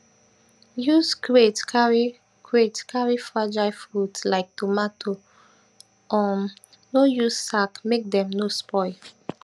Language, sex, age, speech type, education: Nigerian Pidgin, female, 30-45, spontaneous, tertiary